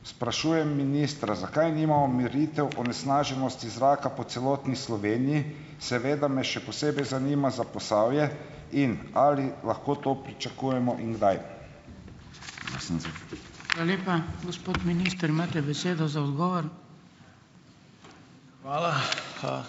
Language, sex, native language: Slovenian, male, Slovenian